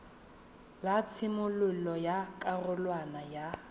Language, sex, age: Tswana, female, 18